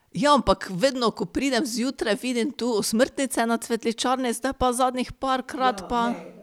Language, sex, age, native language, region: Slovenian, female, 30-49, Slovenian, Pomurje region